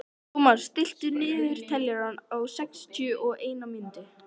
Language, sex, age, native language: Icelandic, male, 13, Icelandic